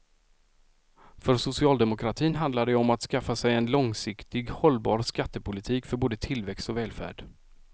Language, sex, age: Swedish, male, 46